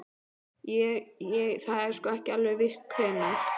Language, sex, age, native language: Icelandic, female, 12, Icelandic